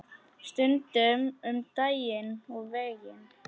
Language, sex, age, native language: Icelandic, female, 10, Icelandic